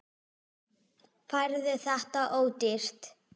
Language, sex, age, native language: Icelandic, female, 6, Icelandic